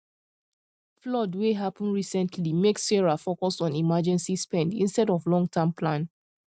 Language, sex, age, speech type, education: Nigerian Pidgin, female, 15-29, spontaneous, tertiary